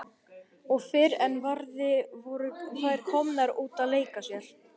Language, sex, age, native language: Icelandic, male, 18-19, Icelandic